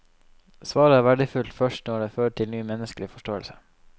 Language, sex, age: Norwegian, male, 21